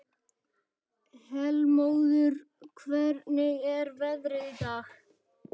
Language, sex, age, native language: Icelandic, male, 11, Icelandic